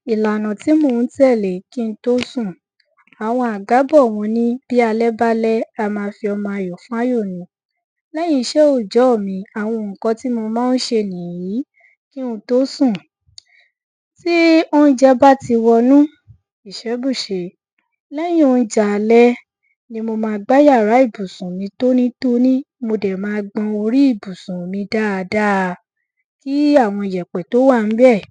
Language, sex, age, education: Yoruba, female, 15-29, tertiary